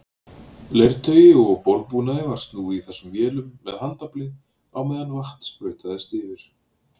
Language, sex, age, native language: Icelandic, male, 40-49, Icelandic